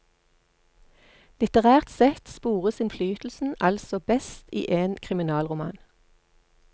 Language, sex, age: Norwegian, female, 48